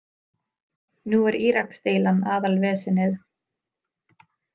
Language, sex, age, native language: Icelandic, female, 20-29, Icelandic